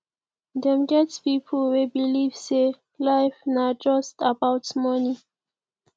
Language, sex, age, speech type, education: Nigerian Pidgin, female, 15-29, spontaneous, tertiary